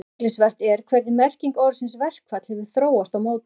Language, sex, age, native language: Icelandic, female, 40-49, Icelandic